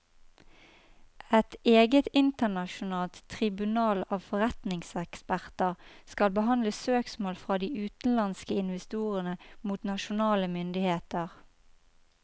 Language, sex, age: Norwegian, female, 29